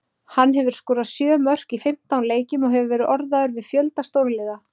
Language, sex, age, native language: Icelandic, female, 30-39, Icelandic